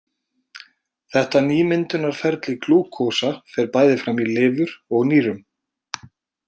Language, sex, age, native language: Icelandic, male, 40-49, Icelandic